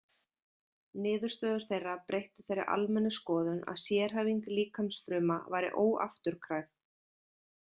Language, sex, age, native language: Icelandic, female, 40-49, Icelandic